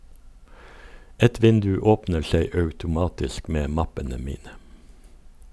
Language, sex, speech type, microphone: Norwegian, male, read, Sennheiser